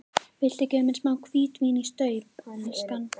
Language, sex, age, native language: Icelandic, female, 13, Icelandic